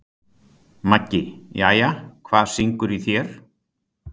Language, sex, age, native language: Icelandic, male, 60-69, Icelandic